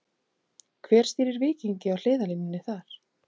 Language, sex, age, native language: Icelandic, female, 30-39, Icelandic